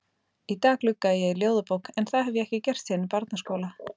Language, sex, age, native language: Icelandic, female, 30-39, Icelandic